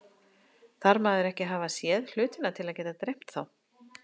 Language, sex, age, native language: Icelandic, female, 50-59, Icelandic